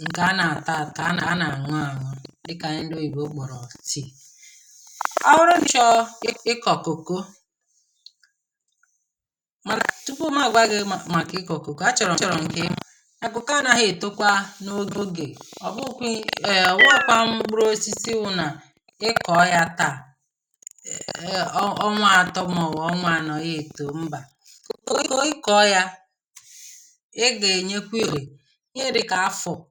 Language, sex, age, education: Igbo, female, 30-45, tertiary